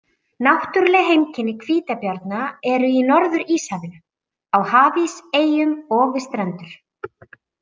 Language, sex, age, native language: Icelandic, female, 40-49, Icelandic